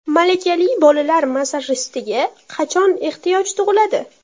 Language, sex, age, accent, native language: Uzbek, female, under 19, Toshkent shahri, Uzbek